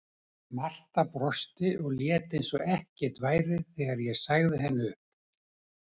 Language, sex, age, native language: Icelandic, male, 70-79, Icelandic